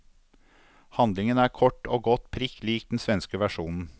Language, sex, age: Norwegian, male, 52